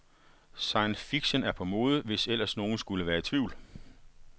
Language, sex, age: Danish, male, 51